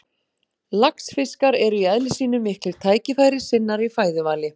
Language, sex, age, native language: Icelandic, female, 40-49, Icelandic